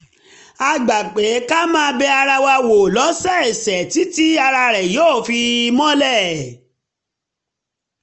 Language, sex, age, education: Yoruba, female, 30-45, tertiary